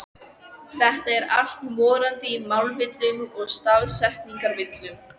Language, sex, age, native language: Icelandic, female, 14, Icelandic